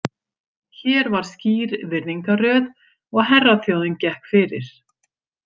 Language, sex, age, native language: Icelandic, female, 50-59, Icelandic